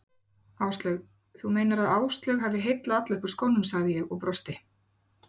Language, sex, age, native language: Icelandic, female, 40-49, Icelandic